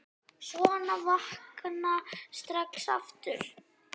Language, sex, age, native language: Icelandic, female, 8, Icelandic